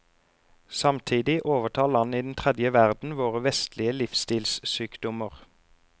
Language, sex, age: Norwegian, male, 34